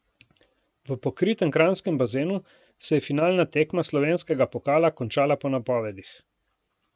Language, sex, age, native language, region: Slovenian, male, 50-59, Slovenian, Coastal Karst region